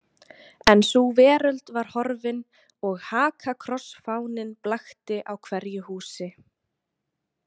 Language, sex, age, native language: Icelandic, female, 20-29, Icelandic